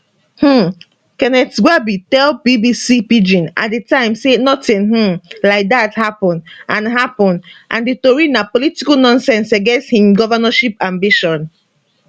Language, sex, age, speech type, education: Nigerian Pidgin, female, 15-29, spontaneous, tertiary